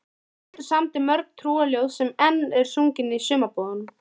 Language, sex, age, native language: Icelandic, female, 13, Icelandic